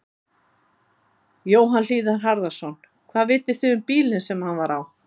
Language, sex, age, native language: Icelandic, female, 50-59, Icelandic